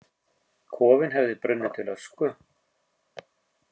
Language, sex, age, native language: Icelandic, male, 50-59, Icelandic